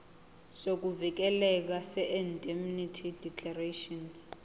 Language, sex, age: Zulu, female, 20